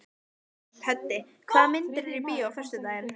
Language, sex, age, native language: Icelandic, female, 15, Icelandic